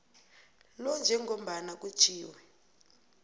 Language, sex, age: South Ndebele, female, 22